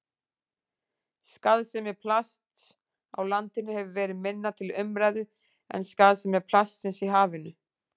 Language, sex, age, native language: Icelandic, female, 40-49, Icelandic